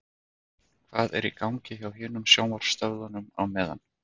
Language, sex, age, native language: Icelandic, male, 40-49, Icelandic